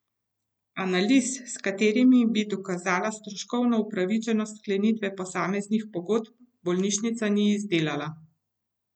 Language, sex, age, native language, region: Slovenian, female, 50-59, Slovenian, Central Slovenia